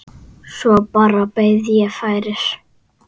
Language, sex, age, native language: Icelandic, male, 8, Icelandic